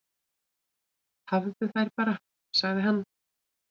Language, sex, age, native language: Icelandic, female, 40-49, Icelandic